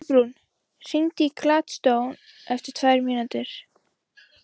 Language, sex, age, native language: Icelandic, female, 15, Icelandic